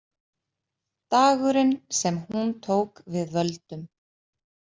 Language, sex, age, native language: Icelandic, female, 30-39, Icelandic